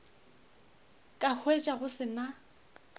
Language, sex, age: Northern Sotho, female, 25